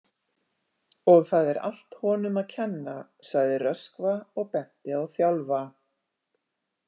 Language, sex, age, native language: Icelandic, female, 50-59, Icelandic